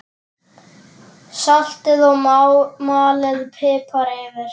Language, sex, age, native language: Icelandic, male, 10, Icelandic